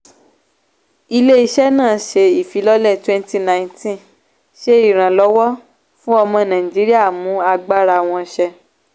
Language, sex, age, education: Yoruba, female, 15-29, tertiary